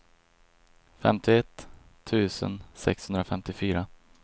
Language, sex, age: Swedish, male, 22